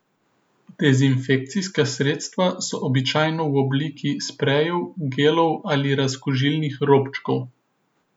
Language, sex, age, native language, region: Slovenian, male, 18-29, Slovenian, Southeast Slovenia